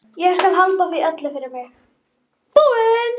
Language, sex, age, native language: Icelandic, female, 11, Icelandic